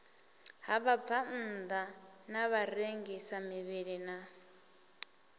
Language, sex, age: Venda, female, 24